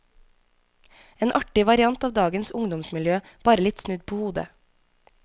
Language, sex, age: Norwegian, female, 25